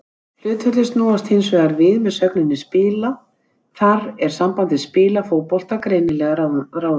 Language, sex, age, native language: Icelandic, female, 60-69, Icelandic